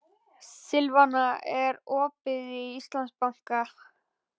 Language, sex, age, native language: Icelandic, male, 11, Icelandic